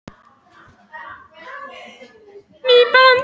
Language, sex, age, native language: Icelandic, female, 18-19, Polish